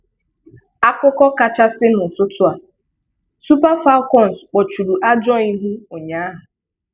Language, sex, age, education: Igbo, female, 15-29, tertiary